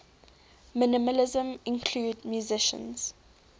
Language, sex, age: English, female, 19